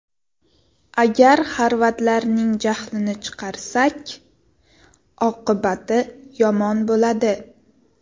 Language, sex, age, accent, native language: Uzbek, female, 18-24, Sirdaryo, Uzbek